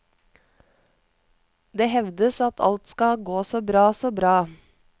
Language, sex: Norwegian, female